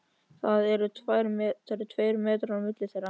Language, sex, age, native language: Icelandic, male, 13, Icelandic